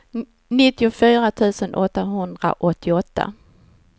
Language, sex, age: Swedish, female, 49